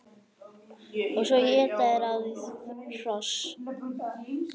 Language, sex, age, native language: Icelandic, female, 11, Icelandic